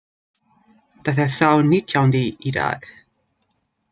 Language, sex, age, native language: Icelandic, other, 20-29, English